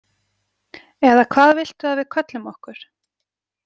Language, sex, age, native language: Icelandic, female, 40-49, Icelandic